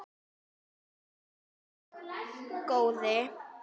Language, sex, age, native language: Icelandic, female, 8, Icelandic